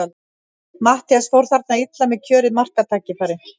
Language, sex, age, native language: Icelandic, female, 60-69, Icelandic